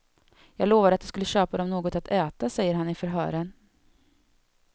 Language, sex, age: Swedish, female, 32